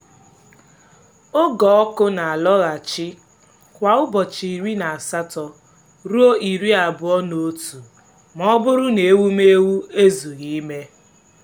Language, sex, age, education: Igbo, female, 15-29, tertiary